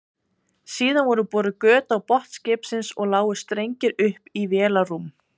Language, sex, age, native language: Icelandic, female, 20-29, Icelandic